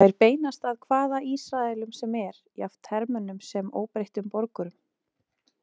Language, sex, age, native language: Icelandic, female, 30-39, Icelandic